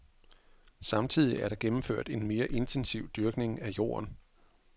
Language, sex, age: Danish, male, 41